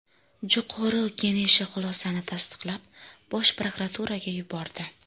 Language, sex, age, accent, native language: Uzbek, female, 25-34, Sirdaryo, Uzbek